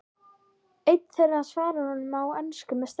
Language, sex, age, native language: Icelandic, female, 12, Icelandic